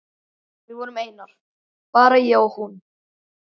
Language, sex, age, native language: Icelandic, male, 11, Icelandic